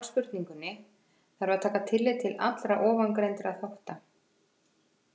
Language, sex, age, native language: Icelandic, female, 50-59, Icelandic